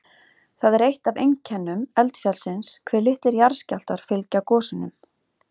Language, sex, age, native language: Icelandic, female, 30-39, Icelandic